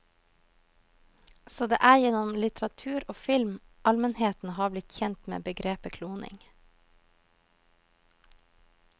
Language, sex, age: Norwegian, female, 21